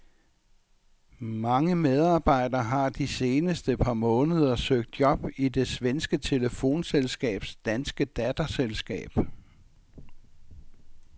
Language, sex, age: Danish, male, 64